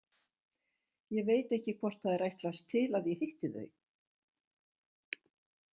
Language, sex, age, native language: Icelandic, female, 70-79, Icelandic